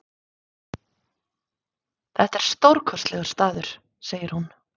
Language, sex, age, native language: Icelandic, female, 30-39, Icelandic